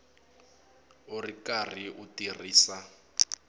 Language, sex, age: Tsonga, male, 22